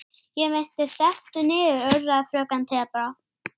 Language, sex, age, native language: Icelandic, male, 9, Icelandic